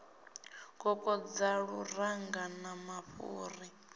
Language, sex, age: Venda, female, 19